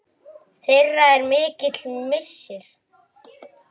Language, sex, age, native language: Icelandic, male, 9, Icelandic